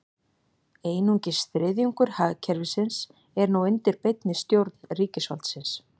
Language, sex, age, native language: Icelandic, female, 40-49, Icelandic